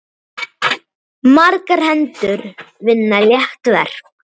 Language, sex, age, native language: Icelandic, male, 7, Icelandic